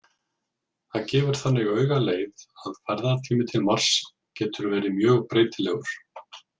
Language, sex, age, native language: Icelandic, male, 40-49, Icelandic